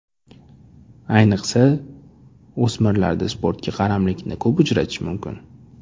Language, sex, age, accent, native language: Uzbek, male, 25-34, Toshkent shahri, Uzbek